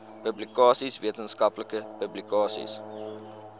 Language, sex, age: Afrikaans, male, 20